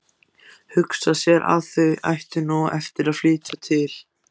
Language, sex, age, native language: Icelandic, other, 14, Icelandic